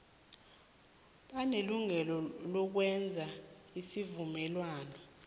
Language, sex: South Ndebele, female